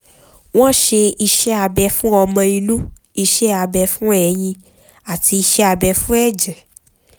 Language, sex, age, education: Yoruba, female, 15-29, tertiary